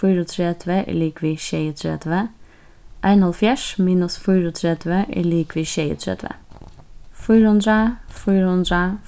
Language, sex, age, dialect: Faroese, female, 15-35, Suðurstreymoy